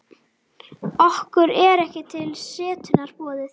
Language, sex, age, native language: Icelandic, male, 11, Icelandic